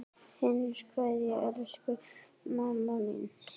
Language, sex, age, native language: Icelandic, female, 7, Icelandic